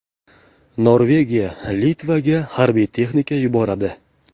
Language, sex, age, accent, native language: Uzbek, male, 18-24, Jizzax, Uzbek